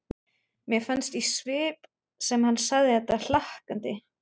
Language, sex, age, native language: Icelandic, female, 30-39, German